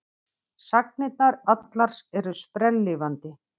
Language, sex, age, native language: Icelandic, female, 50-59, Icelandic